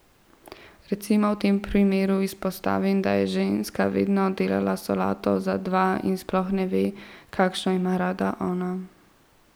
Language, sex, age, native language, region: Slovenian, female, 12-17, Slovenian, Central Slovenia